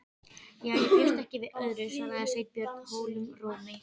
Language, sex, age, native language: Icelandic, female, 12, Icelandic